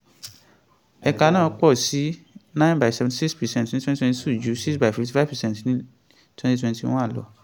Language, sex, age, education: Yoruba, male, 15-29, tertiary